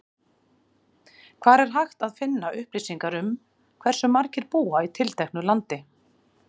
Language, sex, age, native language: Icelandic, female, 40-49, Icelandic